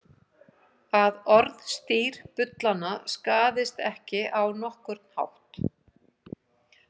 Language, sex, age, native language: Icelandic, female, 50-59, Icelandic